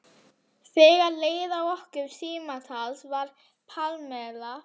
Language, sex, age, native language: Icelandic, female, 11, Icelandic